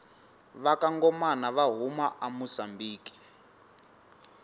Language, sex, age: Tsonga, male, 19